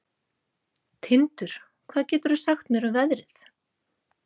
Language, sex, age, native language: Icelandic, female, 30-39, Icelandic